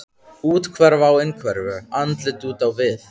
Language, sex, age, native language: Icelandic, male, 15, Icelandic